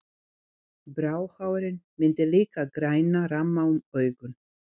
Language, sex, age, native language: Icelandic, female, 40-49, Serbo-Croatian